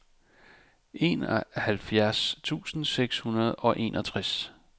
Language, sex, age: Danish, male, 34